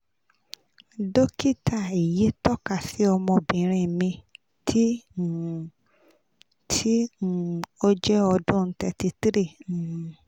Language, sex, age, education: Yoruba, female, 30-45, tertiary